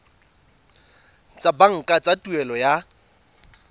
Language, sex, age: Tswana, male, 22